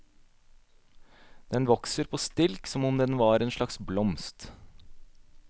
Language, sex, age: Norwegian, male, 26